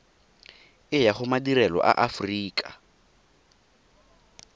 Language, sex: Tswana, male